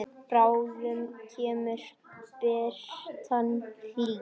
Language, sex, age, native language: Icelandic, male, 10, Icelandic